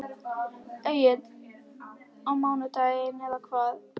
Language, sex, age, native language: Icelandic, female, 11, Icelandic